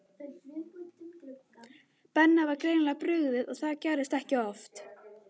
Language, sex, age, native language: Icelandic, other, 11, Icelandic